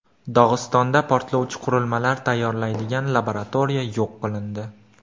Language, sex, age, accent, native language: Uzbek, male, 18-24, Farg'ona, Uzbek